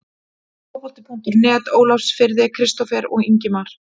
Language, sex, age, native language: Icelandic, female, 40-49, Icelandic